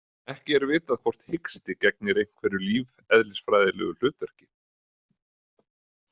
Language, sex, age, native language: Icelandic, male, 30-39, Icelandic